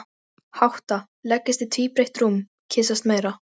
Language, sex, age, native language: Icelandic, female, 13, Icelandic